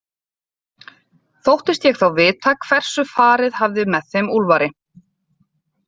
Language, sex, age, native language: Icelandic, female, 30-39, Icelandic